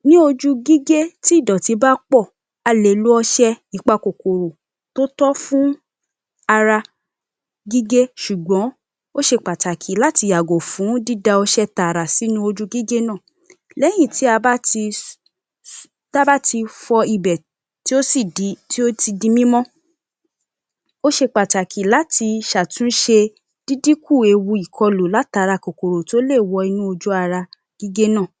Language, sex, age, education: Yoruba, female, 15-29, tertiary